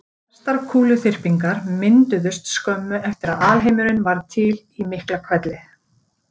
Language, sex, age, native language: Icelandic, female, 50-59, Icelandic